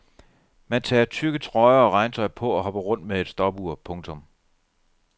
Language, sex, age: Danish, male, 37